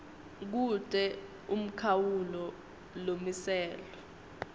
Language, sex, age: Swati, female, 19